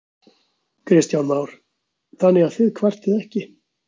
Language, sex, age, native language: Icelandic, male, 40-49, Icelandic